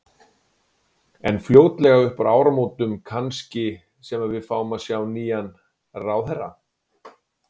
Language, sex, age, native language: Icelandic, male, 40-49, Icelandic